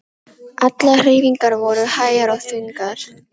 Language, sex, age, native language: Icelandic, female, 12, Filipino